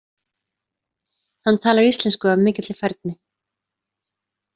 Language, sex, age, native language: Icelandic, female, 30-39, Icelandic